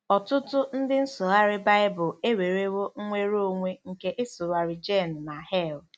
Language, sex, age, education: Igbo, female, 15-29, tertiary